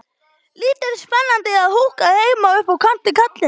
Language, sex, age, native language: Icelandic, male, 11, Icelandic